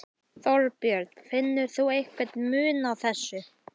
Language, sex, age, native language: Icelandic, male, 11, Icelandic